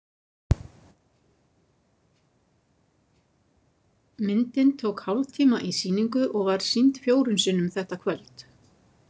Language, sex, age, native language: Icelandic, female, 50-59, Icelandic